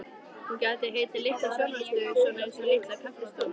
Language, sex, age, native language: Icelandic, female, 13, Icelandic